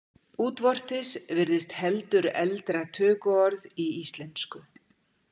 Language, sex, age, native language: Icelandic, female, 60-69, Icelandic